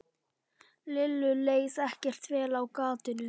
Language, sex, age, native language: Icelandic, male, 11, Polish